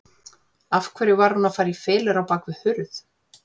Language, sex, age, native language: Icelandic, female, 40-49, Icelandic